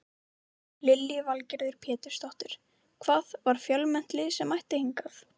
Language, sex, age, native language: Icelandic, female, 18-19, Icelandic